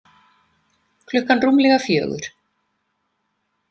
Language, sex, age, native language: Icelandic, female, 50-59, Icelandic